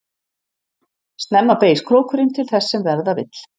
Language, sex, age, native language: Icelandic, female, 50-59, Icelandic